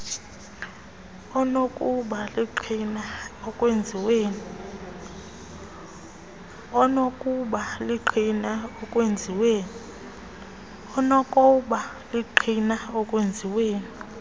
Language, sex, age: Xhosa, female, 22